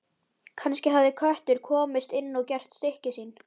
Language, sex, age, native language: Icelandic, male, 11, Icelandic